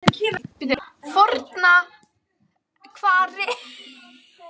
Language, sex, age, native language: Icelandic, female, 18-19, Icelandic